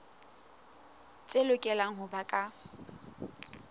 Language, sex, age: Southern Sotho, female, 19